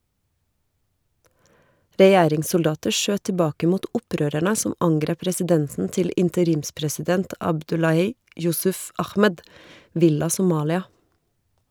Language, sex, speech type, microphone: Norwegian, female, read, Shure